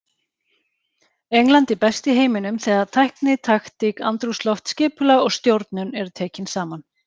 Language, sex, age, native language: Icelandic, female, 40-49, Icelandic